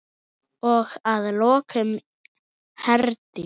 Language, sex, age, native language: Icelandic, male, 8, Icelandic